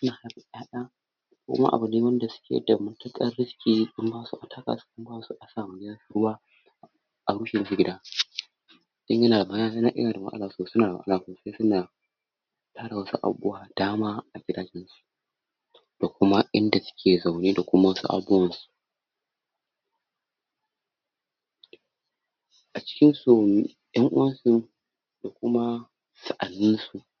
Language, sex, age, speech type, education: Hausa, male, 46-60, spontaneous, tertiary